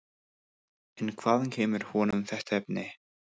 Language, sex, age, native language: Icelandic, male, 20-29, English